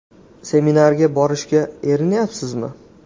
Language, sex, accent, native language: Uzbek, male, Andijon, Uzbek